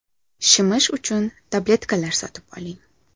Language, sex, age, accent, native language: Uzbek, female, 18-24, Samarqand, Uzbek